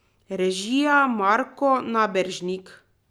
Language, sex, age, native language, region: Slovenian, female, 30-49, Slovenian, Drava region